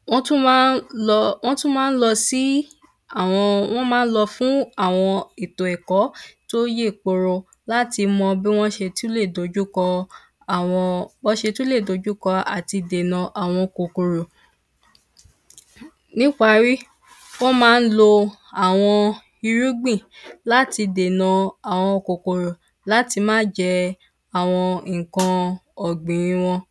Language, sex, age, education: Yoruba, female, 15-29, primary